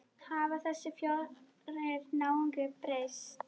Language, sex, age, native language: Icelandic, female, 9, Icelandic